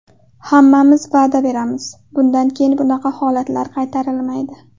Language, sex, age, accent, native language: Uzbek, female, 18-24, Qashqadaryo, Uzbek